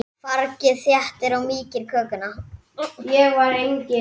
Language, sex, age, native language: Icelandic, female, 10, Icelandic